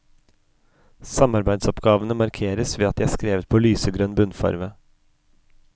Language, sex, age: Norwegian, male, 33